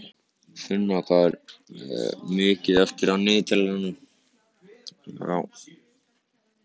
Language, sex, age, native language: Icelandic, other, 14, Icelandic